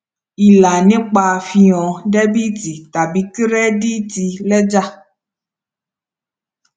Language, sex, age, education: Yoruba, female, 15-29, tertiary